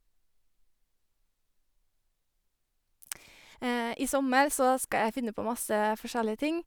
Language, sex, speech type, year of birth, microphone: Norwegian, female, spontaneous, 1986, Sennheiser